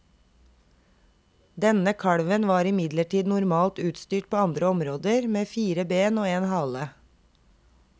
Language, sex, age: Norwegian, female, 32